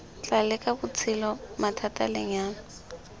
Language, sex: Tswana, female